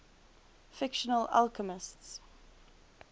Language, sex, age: English, female, 22